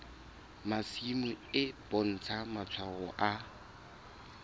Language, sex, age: Southern Sotho, male, 21